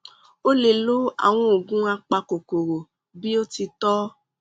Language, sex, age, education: Yoruba, female, 15-29, tertiary